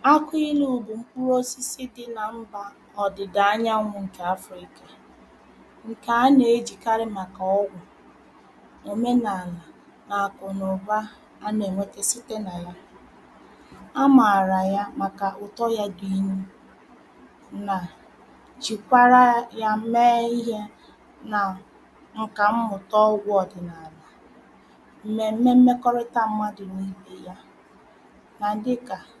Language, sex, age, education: Igbo, female, 30-45, primary